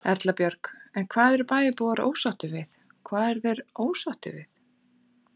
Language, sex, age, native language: Icelandic, female, 40-49, Icelandic